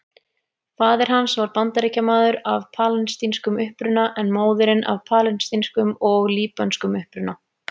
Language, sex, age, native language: Icelandic, female, 30-39, Icelandic